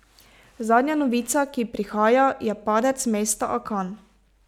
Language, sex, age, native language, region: Slovenian, female, 18-29, Slovenian, Pomurje region